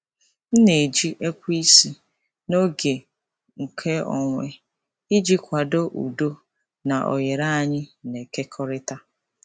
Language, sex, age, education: Igbo, female, 30-45, tertiary